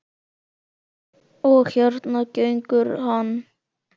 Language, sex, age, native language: Icelandic, male, 10, Icelandic